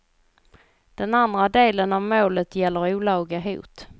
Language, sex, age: Swedish, female, 38